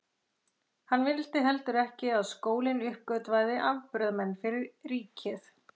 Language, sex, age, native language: Icelandic, female, 40-49, Icelandic